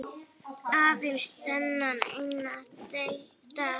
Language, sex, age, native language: Icelandic, female, 8, Icelandic